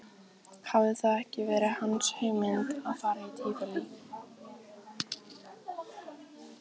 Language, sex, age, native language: Icelandic, female, 14, Icelandic